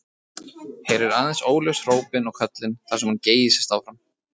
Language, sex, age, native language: Icelandic, male, 30-39, Icelandic